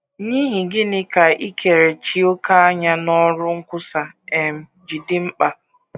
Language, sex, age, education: Igbo, female, 15-29, tertiary